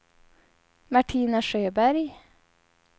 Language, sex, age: Swedish, female, 30